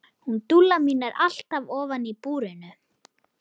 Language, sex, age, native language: Icelandic, male, 11, Icelandic